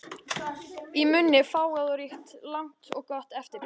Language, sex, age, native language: Icelandic, female, 13, Icelandic